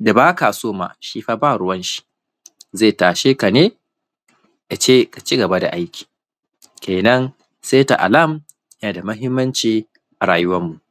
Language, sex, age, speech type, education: Hausa, male, 15-29, spontaneous, primary